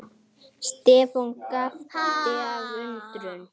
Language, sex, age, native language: Icelandic, male, 8, Icelandic